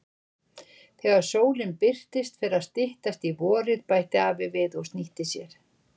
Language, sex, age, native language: Icelandic, female, 60-69, Icelandic